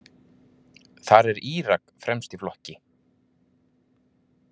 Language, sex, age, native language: Icelandic, male, 30-39, Icelandic